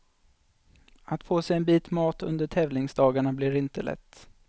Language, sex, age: Swedish, male, 25